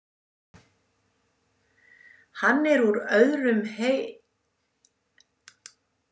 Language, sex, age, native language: Icelandic, female, 70-79, Icelandic